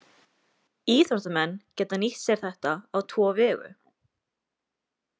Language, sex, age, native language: Icelandic, female, 20-29, Icelandic